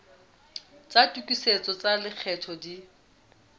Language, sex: Southern Sotho, female